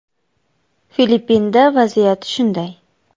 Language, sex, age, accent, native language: Uzbek, female, 25-34, Samarqand, Uzbek